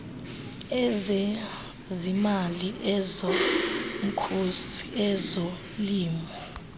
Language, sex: Xhosa, female